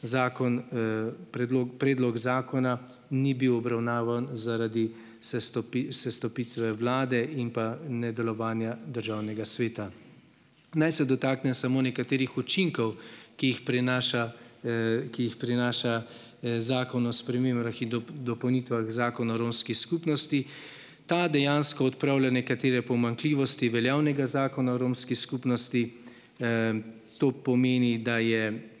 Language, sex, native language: Slovenian, male, Slovenian